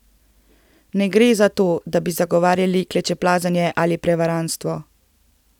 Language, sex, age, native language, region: Slovenian, female, 18-29, Slovenian, Central Slovenia